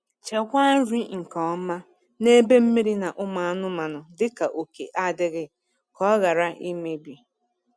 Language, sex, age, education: Igbo, female, 30-45, tertiary